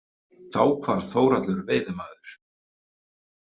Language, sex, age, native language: Icelandic, male, 30-39, Icelandic